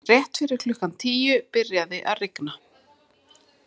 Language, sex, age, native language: Icelandic, female, 40-49, Icelandic